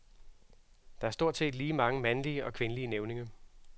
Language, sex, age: Danish, male, 36